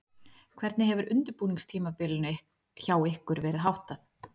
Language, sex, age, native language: Icelandic, female, 30-39, Icelandic